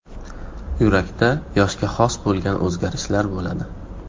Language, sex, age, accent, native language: Uzbek, male, 18-24, Farg'ona, Uzbek